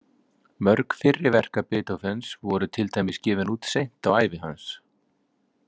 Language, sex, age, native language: Icelandic, male, 50-59, Icelandic